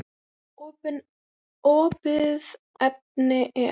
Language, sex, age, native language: Icelandic, female, 10, Icelandic